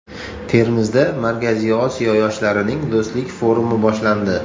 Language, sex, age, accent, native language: Uzbek, male, 35+, Toshkent shahri, Uzbek